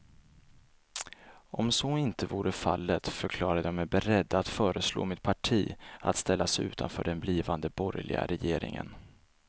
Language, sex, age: Swedish, male, 24